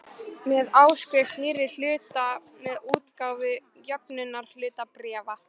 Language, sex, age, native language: Icelandic, female, 12, Icelandic